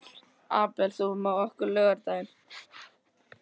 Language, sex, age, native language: Icelandic, male, 13, Icelandic